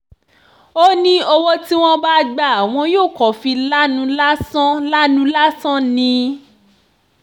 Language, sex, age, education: Yoruba, female, 15-29, tertiary